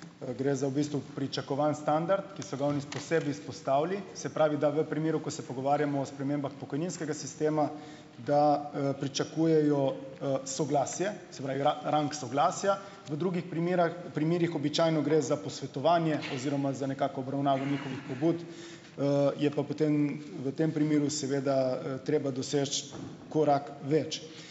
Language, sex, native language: Slovenian, male, Slovenian